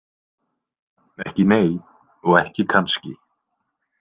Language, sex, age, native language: Icelandic, male, 20-29, Icelandic